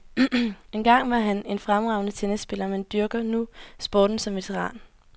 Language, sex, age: Danish, female, 18